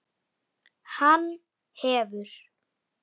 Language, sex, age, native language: Icelandic, male, 8, Icelandic